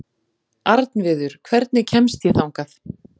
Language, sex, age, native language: Icelandic, female, 40-49, Icelandic